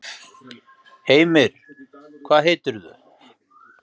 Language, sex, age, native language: Icelandic, male, 50-59, Icelandic